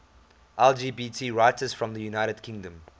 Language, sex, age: English, male, 24